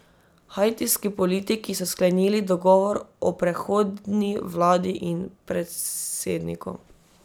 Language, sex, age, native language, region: Slovenian, female, 18-29, Slovenian, Drava region